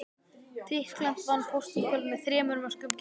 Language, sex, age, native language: Icelandic, male, 18-19, Icelandic